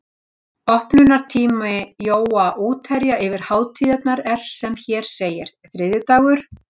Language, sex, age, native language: Icelandic, female, 60-69, Icelandic